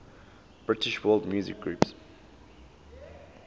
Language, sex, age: English, male, 19